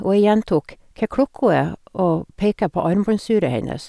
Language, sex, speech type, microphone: Norwegian, female, spontaneous, Sennheiser